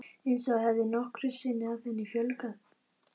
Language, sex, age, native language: Icelandic, female, 13, Icelandic